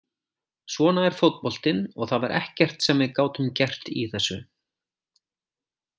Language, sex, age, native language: Icelandic, male, 40-49, Icelandic